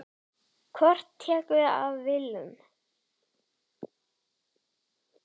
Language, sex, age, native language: Icelandic, male, 30-39, Icelandic